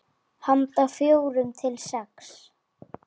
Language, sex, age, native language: Icelandic, female, 10, Icelandic